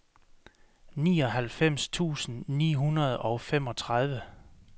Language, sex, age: Danish, male, 33